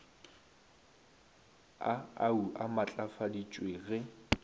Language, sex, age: Northern Sotho, male, 19